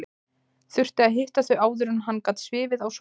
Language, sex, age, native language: Icelandic, female, 20-29, Icelandic